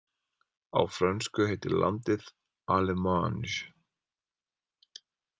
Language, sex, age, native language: Icelandic, male, 30-39, Icelandic